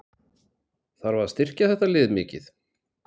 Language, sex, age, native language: Icelandic, male, 40-49, Icelandic